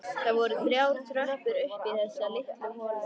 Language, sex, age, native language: Icelandic, female, 13, Icelandic